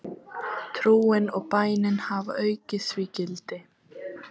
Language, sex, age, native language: Icelandic, female, 14, Icelandic